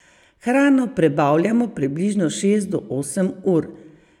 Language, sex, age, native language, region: Slovenian, female, 50-59, Slovenian, Savinja region